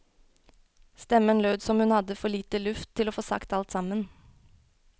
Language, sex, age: Norwegian, female, 21